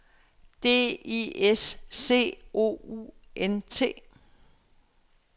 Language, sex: Danish, female